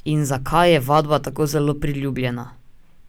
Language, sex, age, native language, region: Slovenian, male, 18-29, Slovenian, Drava region